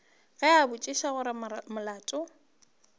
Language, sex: Northern Sotho, female